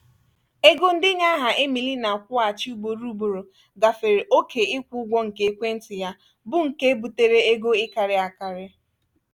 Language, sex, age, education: Igbo, female, 15-29, tertiary